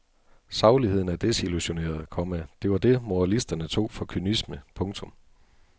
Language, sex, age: Danish, male, 42